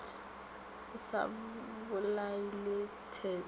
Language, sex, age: Northern Sotho, female, 18